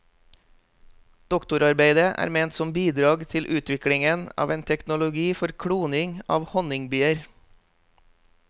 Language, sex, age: Norwegian, male, 32